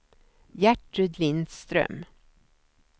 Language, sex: Swedish, female